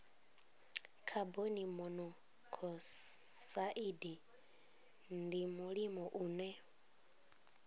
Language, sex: Venda, female